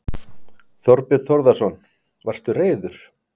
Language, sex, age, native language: Icelandic, male, 50-59, Icelandic